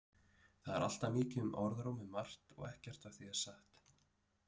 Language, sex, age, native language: Icelandic, male, 30-39, Icelandic